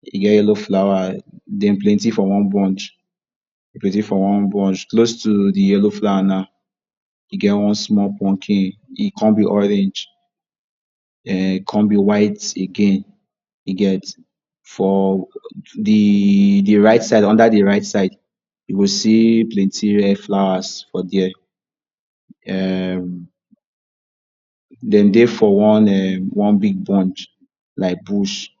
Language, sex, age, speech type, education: Nigerian Pidgin, male, 46-60, spontaneous, tertiary